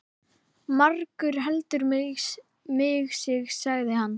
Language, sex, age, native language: Icelandic, female, 12, Icelandic